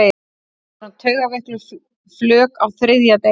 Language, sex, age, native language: Icelandic, male, 12, Icelandic